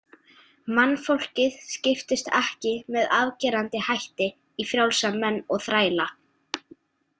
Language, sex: Icelandic, female